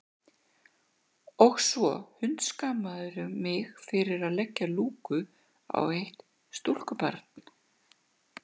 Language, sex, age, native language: Icelandic, female, 60-69, Icelandic